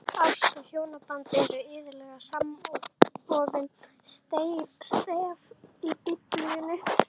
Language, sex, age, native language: Icelandic, female, 11, Icelandic